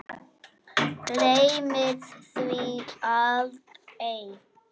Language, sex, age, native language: Icelandic, female, 6, Icelandic